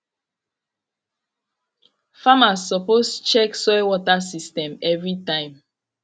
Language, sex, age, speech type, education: Nigerian Pidgin, female, 30-45, spontaneous, tertiary